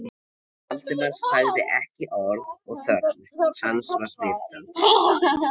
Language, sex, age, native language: Icelandic, male, 13, Icelandic